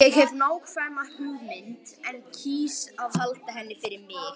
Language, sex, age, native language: Icelandic, male, 18-19, Icelandic